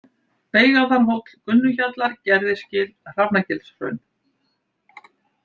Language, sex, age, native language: Icelandic, female, 70-79, Icelandic